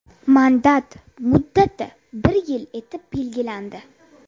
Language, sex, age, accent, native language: Uzbek, female, 30-39, Buxoro, Uzbek